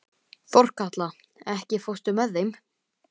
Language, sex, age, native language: Icelandic, male, 12, Icelandic